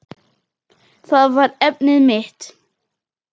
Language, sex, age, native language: Icelandic, male, 10, Icelandic